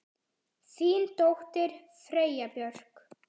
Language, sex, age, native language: Icelandic, male, 10, Icelandic